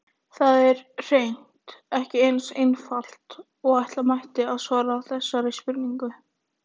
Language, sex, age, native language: Icelandic, female, 18-19, Icelandic